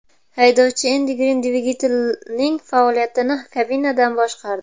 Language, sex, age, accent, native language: Uzbek, female, 19-29, Buxoro, Uzbek